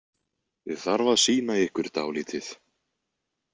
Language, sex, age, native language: Icelandic, male, 20-29, Icelandic